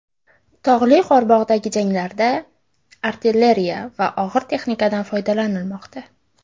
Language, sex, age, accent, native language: Uzbek, female, under 19, Farg'ona, Uzbek